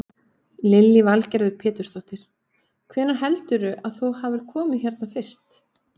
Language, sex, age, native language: Icelandic, female, 18-19, Icelandic